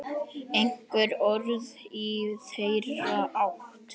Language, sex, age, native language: Icelandic, male, 10, Icelandic